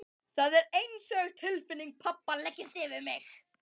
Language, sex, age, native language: Icelandic, male, 12, Icelandic